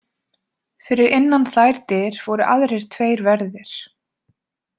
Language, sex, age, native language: Icelandic, female, 20-29, Icelandic